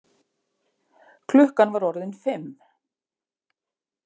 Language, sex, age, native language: Icelandic, female, 50-59, Icelandic